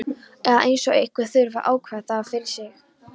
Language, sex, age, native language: Icelandic, female, 13, Polish